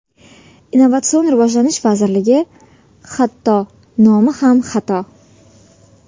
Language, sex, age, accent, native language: Uzbek, female, 18-24, Sirdaryo, Uzbek